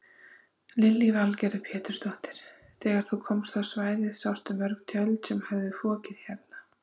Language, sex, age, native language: Icelandic, female, 30-39, Icelandic